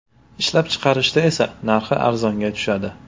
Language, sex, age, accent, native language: Uzbek, male, 18-24, Toshkent shahri, Uzbek